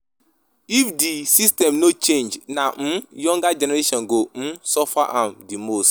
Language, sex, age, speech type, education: Nigerian Pidgin, female, 15-29, spontaneous, tertiary